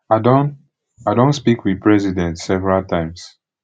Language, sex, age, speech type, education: Nigerian Pidgin, male, 15-29, spontaneous, tertiary